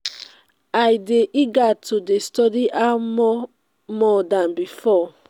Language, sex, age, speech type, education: Nigerian Pidgin, female, 15-29, spontaneous, tertiary